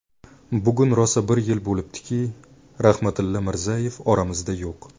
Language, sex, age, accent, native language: Uzbek, male, 19-29, Buxoro, Uzbek